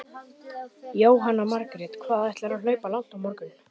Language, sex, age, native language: Icelandic, male, 11, Icelandic